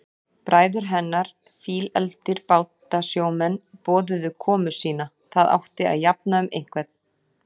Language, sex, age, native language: Icelandic, female, 40-49, Icelandic